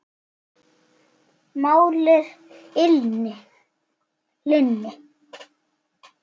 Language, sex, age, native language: Icelandic, male, 6, Icelandic